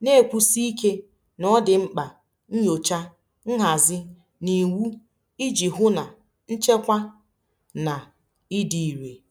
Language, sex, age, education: Igbo, female, 15-29, tertiary